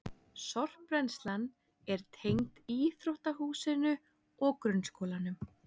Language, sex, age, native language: Icelandic, female, 30-39, Icelandic